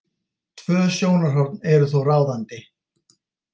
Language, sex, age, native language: Icelandic, male, 50-59, Icelandic